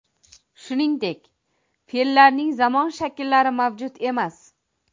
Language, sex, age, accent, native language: Uzbek, female, 25-34, Toshkent viloyati, Uzbek